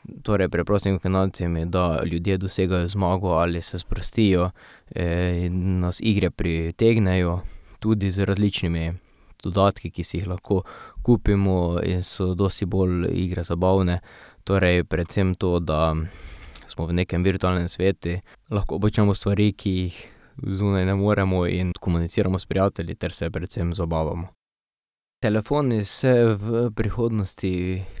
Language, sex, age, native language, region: Slovenian, male, 18-29, Slovenian, Drava region